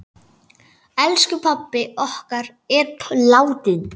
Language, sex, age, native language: Icelandic, male, 9, Icelandic